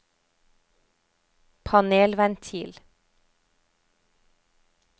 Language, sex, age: Norwegian, female, 30